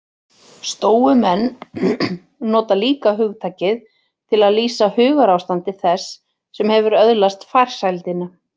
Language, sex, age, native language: Icelandic, female, 40-49, Icelandic